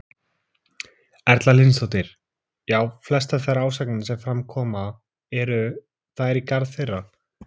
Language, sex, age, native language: Icelandic, male, 20-29, Icelandic